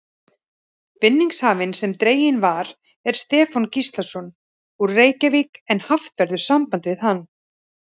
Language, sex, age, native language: Icelandic, male, 30-39, Icelandic